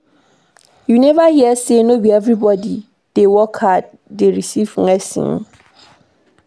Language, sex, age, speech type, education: Nigerian Pidgin, female, 15-29, read, primary